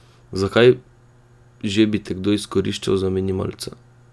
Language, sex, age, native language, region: Slovenian, male, 18-29, Slovenian, Drava region